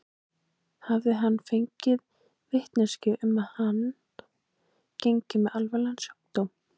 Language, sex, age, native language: Icelandic, female, 18-19, Icelandic